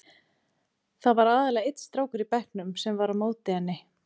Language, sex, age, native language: Icelandic, female, 30-39, Icelandic